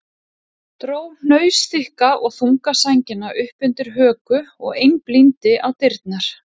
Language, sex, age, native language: Icelandic, female, 40-49, Icelandic